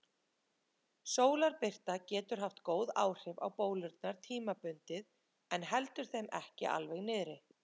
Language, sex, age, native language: Icelandic, female, 30-39, Icelandic